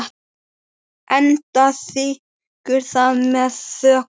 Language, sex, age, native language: Icelandic, male, 8, Icelandic